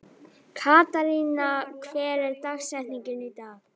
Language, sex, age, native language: Icelandic, female, 11, Icelandic